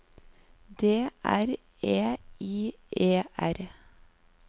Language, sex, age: Norwegian, female, 39